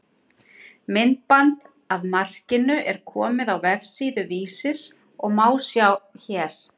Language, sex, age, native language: Icelandic, female, 60-69, Icelandic